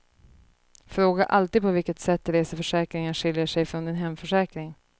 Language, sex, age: Swedish, female, 30